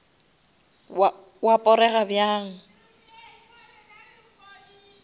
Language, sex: Northern Sotho, female